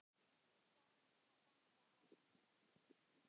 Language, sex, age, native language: Icelandic, male, 10, Icelandic